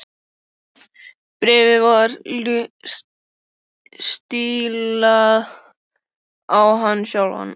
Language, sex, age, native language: Icelandic, female, 12, Icelandic